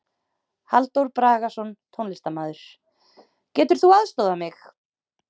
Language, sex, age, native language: Icelandic, female, 30-39, Icelandic